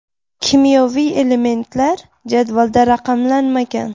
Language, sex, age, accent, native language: Uzbek, female, 19-29, Buxoro, Uzbek